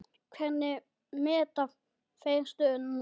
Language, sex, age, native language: Icelandic, male, 10, Icelandic